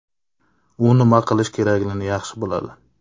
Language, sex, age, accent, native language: Uzbek, male, 25-34, Navoiy, Uzbek